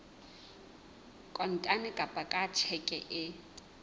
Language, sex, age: Southern Sotho, female, 20